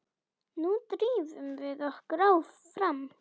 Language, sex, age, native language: Icelandic, female, 10, Icelandic